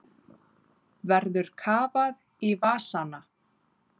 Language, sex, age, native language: Icelandic, female, 30-39, Icelandic